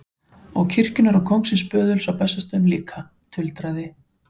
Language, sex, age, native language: Icelandic, male, 15, Icelandic